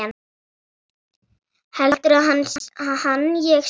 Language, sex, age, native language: Icelandic, female, 8, Icelandic